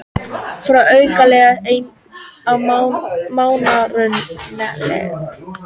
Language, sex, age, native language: Icelandic, female, 18-19, Icelandic